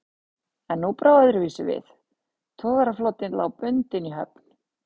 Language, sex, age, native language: Icelandic, female, 60-69, Icelandic